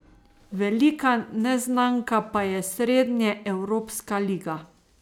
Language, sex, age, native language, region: Slovenian, female, 30-49, Slovenian, Savinja region